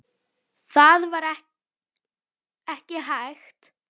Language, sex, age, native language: Icelandic, female, 10, Icelandic